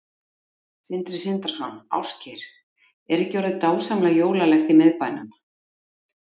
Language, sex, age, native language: Icelandic, female, 50-59, Icelandic